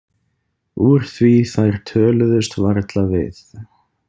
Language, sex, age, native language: Icelandic, male, 30-39, Icelandic